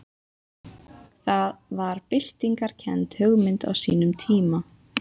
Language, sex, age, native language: Icelandic, female, 20-29, Icelandic